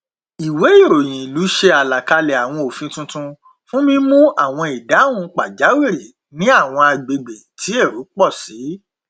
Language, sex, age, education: Yoruba, male, 46-60, tertiary